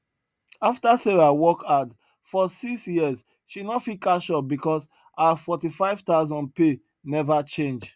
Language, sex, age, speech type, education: Nigerian Pidgin, male, 30-45, spontaneous, tertiary